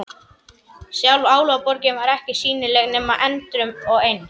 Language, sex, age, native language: Icelandic, male, 11, Icelandic